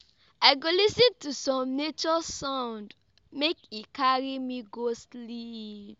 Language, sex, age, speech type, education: Nigerian Pidgin, female, 15-29, spontaneous, tertiary